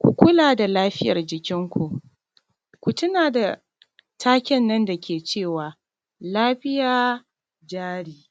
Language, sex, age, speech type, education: Hausa, female, 30-45, spontaneous, tertiary